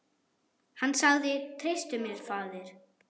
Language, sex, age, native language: Icelandic, female, 8, German